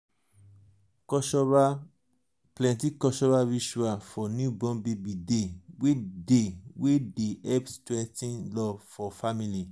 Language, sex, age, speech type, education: Nigerian Pidgin, male, 30-45, spontaneous, tertiary